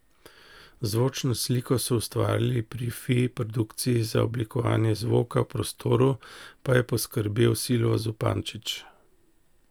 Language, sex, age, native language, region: Slovenian, male, 50-59, Slovenian, Central Slovenia